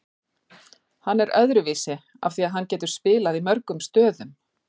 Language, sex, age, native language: Icelandic, female, 40-49, Icelandic